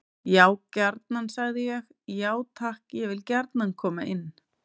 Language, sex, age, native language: Icelandic, female, 30-39, Icelandic